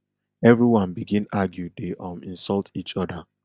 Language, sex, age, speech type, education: Nigerian Pidgin, male, 30-45, spontaneous, tertiary